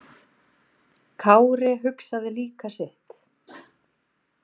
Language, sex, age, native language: Icelandic, female, 30-39, Icelandic